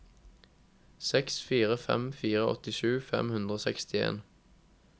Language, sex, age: Norwegian, male, 21